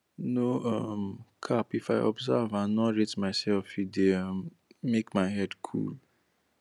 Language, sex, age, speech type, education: Nigerian Pidgin, male, 15-29, spontaneous, tertiary